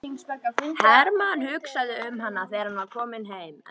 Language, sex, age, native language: Icelandic, female, 13, Icelandic